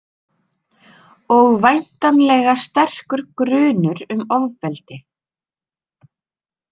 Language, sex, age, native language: Icelandic, female, 30-39, Icelandic